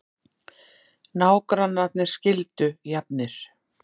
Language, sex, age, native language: Icelandic, female, 50-59, Icelandic